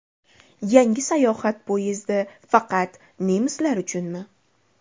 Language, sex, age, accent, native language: Uzbek, female, 25-34, Andijon, Uzbek